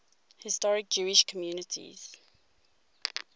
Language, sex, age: English, female, 22